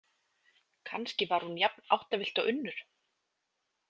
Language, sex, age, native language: Icelandic, female, 20-29, Icelandic